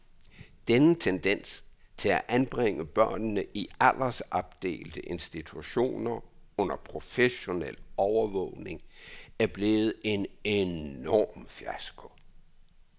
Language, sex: Danish, male